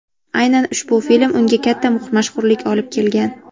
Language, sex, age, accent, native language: Uzbek, female, 18-24, Toshkent shahri, Uzbek